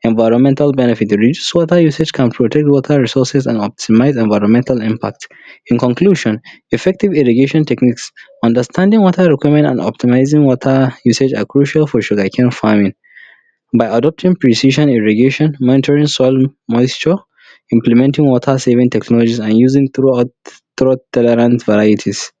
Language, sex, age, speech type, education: Hausa, male, 30-45, spontaneous, tertiary